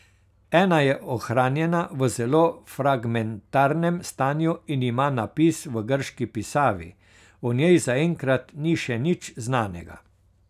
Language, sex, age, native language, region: Slovenian, male, 60+, Slovenian, Carinthia region